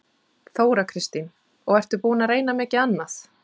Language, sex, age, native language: Icelandic, female, 30-39, Icelandic